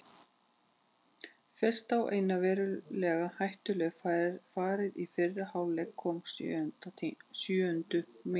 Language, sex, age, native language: Icelandic, female, 40-49, Icelandic